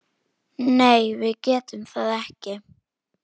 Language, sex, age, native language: Icelandic, female, 10, Icelandic